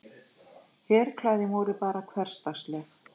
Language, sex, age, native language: Icelandic, female, 40-49, Icelandic